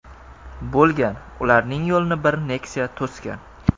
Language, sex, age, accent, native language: Uzbek, male, 18-24, Jizzax, Uzbek